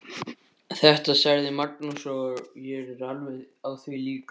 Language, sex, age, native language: Icelandic, male, 13, Icelandic